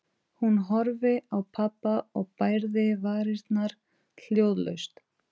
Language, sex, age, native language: Icelandic, female, 30-39, Portuguese